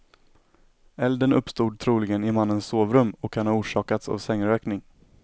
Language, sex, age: Swedish, male, 17